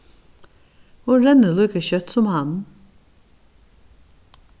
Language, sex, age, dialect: Faroese, female, 61+, Norðurstreymoy/Eysturoy